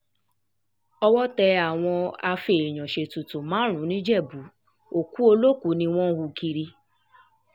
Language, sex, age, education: Yoruba, female, 15-29, tertiary